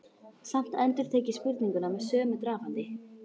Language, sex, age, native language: Icelandic, female, 12, Icelandic